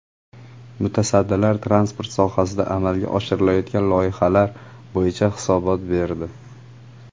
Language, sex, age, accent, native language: Uzbek, male, 30-39, Farg'ona, Uzbek